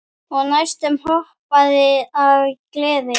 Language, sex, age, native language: Icelandic, female, 9, Icelandic